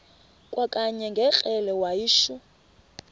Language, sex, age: Xhosa, female, 24